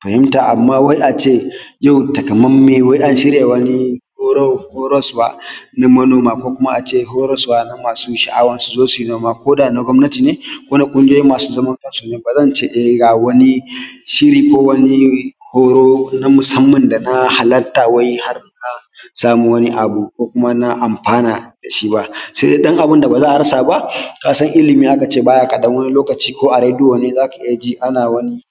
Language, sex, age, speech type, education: Hausa, male, 15-29, spontaneous, tertiary